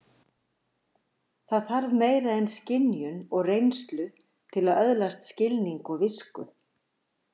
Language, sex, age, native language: Icelandic, female, 50-59, Icelandic